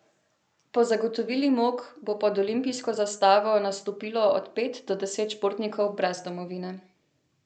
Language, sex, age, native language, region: Slovenian, female, 18-29, Slovenian, Central Slovenia